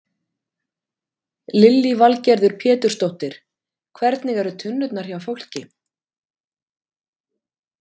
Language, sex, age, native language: Icelandic, female, 50-59, Icelandic